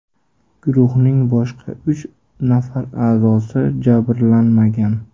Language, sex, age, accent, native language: Uzbek, male, 25-34, Farg'ona, Uzbek